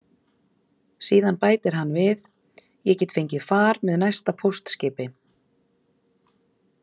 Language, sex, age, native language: Icelandic, female, 30-39, Icelandic